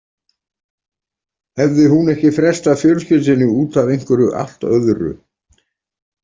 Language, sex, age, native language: Icelandic, male, 40-49, Icelandic